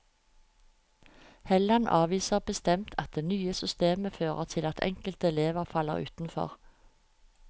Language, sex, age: Norwegian, female, 45